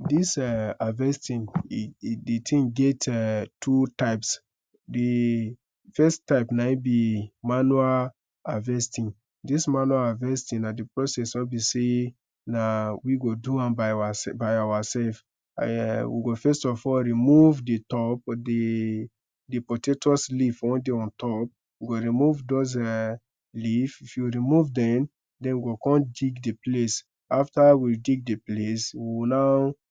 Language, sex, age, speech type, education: Nigerian Pidgin, male, 15-29, spontaneous, tertiary